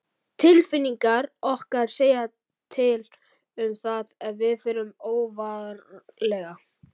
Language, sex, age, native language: Icelandic, male, 11, Icelandic